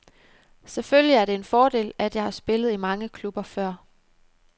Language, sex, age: Danish, female, 29